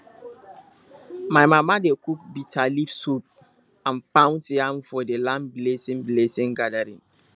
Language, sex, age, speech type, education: Nigerian Pidgin, male, 30-45, spontaneous, tertiary